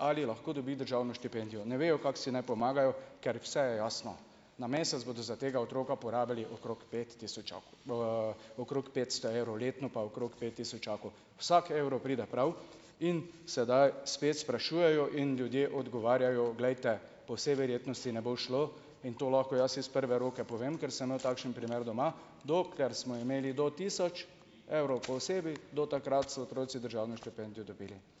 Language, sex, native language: Slovenian, male, Slovenian